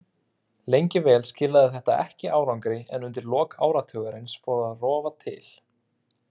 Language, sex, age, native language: Icelandic, male, 30-39, Icelandic